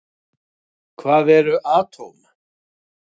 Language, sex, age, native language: Icelandic, male, 60-69, Icelandic